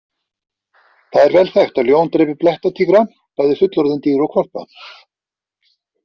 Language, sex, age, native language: Icelandic, male, 50-59, Icelandic